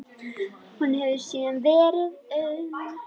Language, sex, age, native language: Icelandic, female, 10, Icelandic